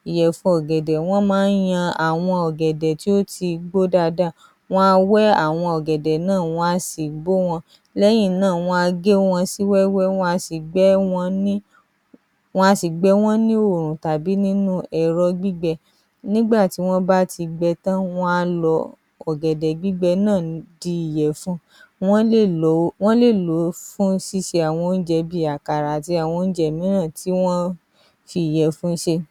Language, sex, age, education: Yoruba, female, 30-45, tertiary